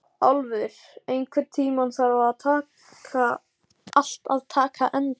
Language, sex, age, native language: Icelandic, male, 14, Icelandic